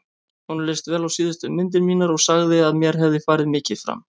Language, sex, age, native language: Icelandic, male, 30-39, Icelandic